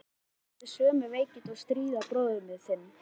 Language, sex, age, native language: Icelandic, male, 11, Icelandic